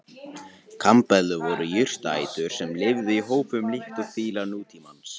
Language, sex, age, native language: Icelandic, male, 18-19, Icelandic